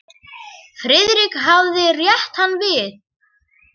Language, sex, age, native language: Icelandic, male, 10, Icelandic